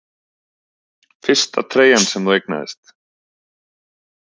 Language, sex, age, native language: Icelandic, male, 30-39, Icelandic